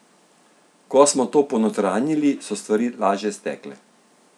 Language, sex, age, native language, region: Slovenian, male, 50-59, Slovenian, Central Slovenia